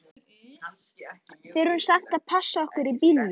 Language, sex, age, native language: Icelandic, male, 13, Icelandic